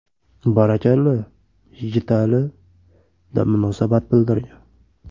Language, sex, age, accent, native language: Uzbek, male, 18-24, Farg'ona, Uzbek